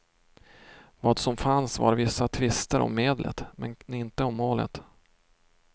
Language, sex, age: Swedish, male, 32